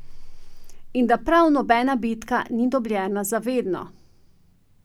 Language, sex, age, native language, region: Slovenian, female, 50-59, Slovenian, Drava region